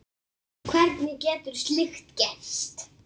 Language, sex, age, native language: Icelandic, male, 6, Icelandic